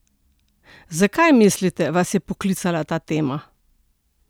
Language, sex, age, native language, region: Slovenian, female, 60+, Slovenian, Central Slovenia